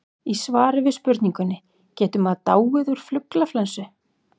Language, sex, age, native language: Icelandic, female, 40-49, Icelandic